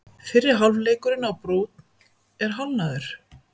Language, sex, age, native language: Icelandic, female, 50-59, Icelandic